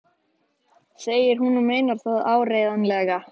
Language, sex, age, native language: Icelandic, male, 13, Icelandic